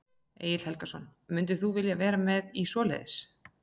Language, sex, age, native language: Icelandic, female, 40-49, Icelandic